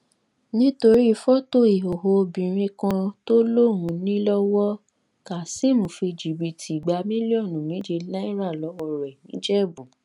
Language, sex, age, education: Yoruba, female, 15-29, tertiary